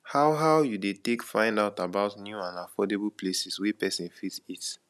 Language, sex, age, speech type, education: Nigerian Pidgin, male, 15-29, spontaneous, tertiary